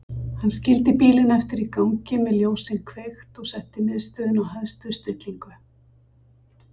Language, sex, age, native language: Icelandic, female, 50-59, Icelandic